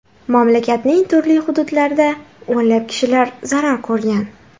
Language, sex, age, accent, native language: Uzbek, female, 18-24, Samarqand, Uzbek